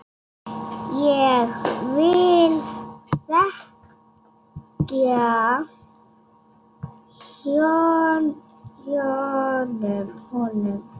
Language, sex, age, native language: Icelandic, female, 7, Icelandic